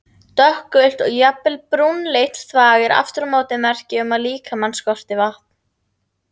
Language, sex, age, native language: Icelandic, female, 40-49, Icelandic